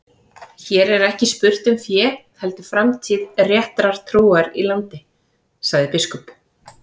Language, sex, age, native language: Icelandic, female, 30-39, Icelandic